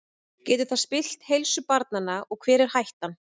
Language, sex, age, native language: Icelandic, female, 30-39, Icelandic